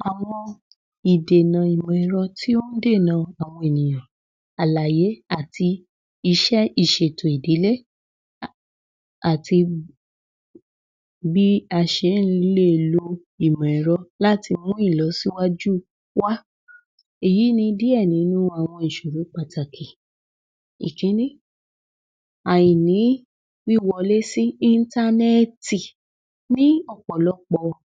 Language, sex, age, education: Yoruba, female, 30-45, tertiary